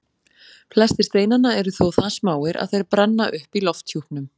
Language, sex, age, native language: Icelandic, female, 40-49, Icelandic